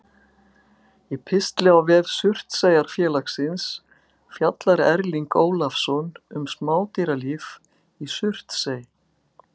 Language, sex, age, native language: Icelandic, female, 60-69, Icelandic